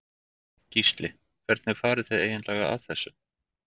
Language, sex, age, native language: Icelandic, male, 40-49, Icelandic